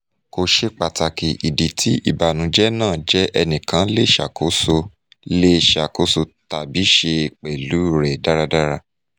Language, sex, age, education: Yoruba, male, 30-45, tertiary